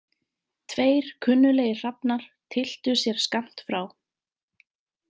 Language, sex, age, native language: Icelandic, female, 20-29, Icelandic